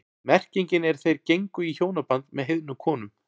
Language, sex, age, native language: Icelandic, male, 40-49, Icelandic